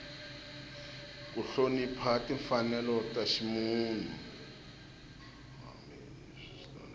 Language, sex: Tsonga, male